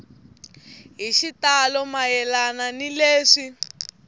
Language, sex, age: Tsonga, female, 18